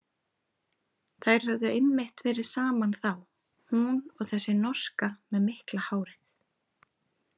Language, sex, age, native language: Icelandic, female, 30-39, Icelandic